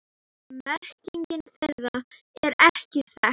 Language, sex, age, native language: Icelandic, female, 8, Icelandic